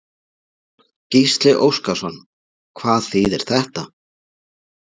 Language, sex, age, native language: Icelandic, male, 40-49, Icelandic